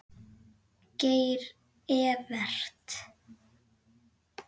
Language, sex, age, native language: Icelandic, female, 10, Icelandic